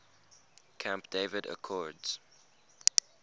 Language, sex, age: English, male, 21